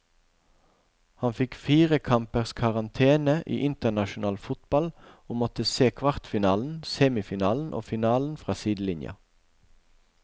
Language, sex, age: Norwegian, male, 41